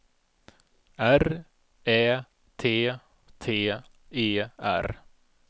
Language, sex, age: Swedish, male, 32